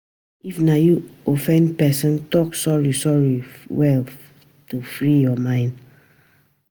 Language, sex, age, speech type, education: Nigerian Pidgin, female, 30-45, spontaneous, tertiary